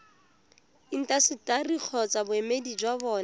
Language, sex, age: Tswana, female, 19